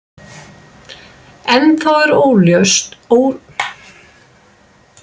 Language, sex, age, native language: Icelandic, female, 60-69, Icelandic